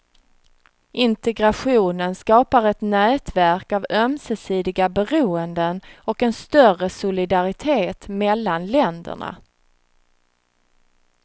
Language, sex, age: Swedish, female, 36